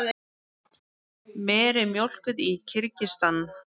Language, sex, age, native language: Icelandic, female, 20-29, Icelandic